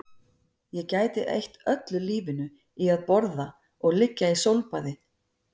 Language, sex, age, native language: Icelandic, female, 50-59, Icelandic